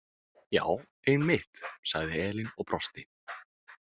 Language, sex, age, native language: Icelandic, male, 18-19, Icelandic